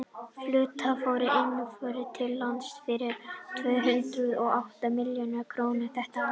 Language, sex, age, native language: Icelandic, male, 30-39, Icelandic